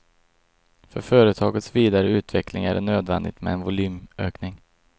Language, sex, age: Swedish, male, 22